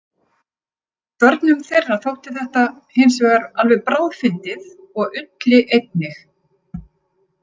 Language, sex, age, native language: Icelandic, female, 50-59, Icelandic